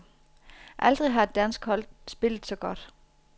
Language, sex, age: Danish, female, 40